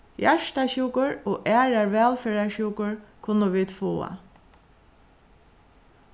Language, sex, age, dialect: Faroese, female, 36-60, Suðuroy